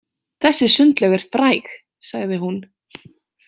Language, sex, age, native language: Icelandic, female, 18-19, Icelandic